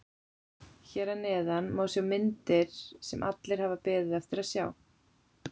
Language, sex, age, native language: Icelandic, female, 40-49, Icelandic